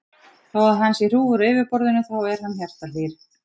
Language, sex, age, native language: Icelandic, female, 40-49, Icelandic